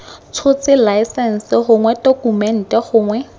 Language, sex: Tswana, female